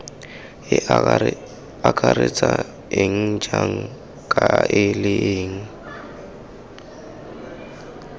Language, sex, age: Tswana, male, 19